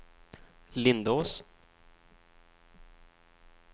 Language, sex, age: Swedish, male, 23